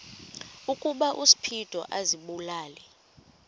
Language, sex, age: Xhosa, female, 23